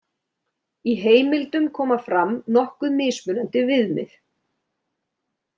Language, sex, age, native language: Icelandic, female, 30-39, Icelandic